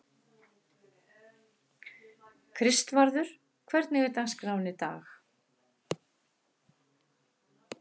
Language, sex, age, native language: Icelandic, female, 60-69, Icelandic